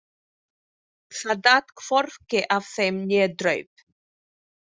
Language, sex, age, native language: Icelandic, female, 40-49, Filipino